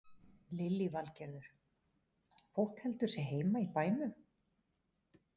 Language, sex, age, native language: Icelandic, female, 40-49, Icelandic